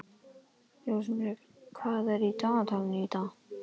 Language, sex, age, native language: Icelandic, male, 11, Icelandic